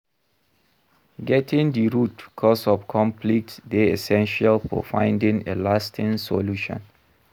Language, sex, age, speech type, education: Nigerian Pidgin, male, 46-60, read, tertiary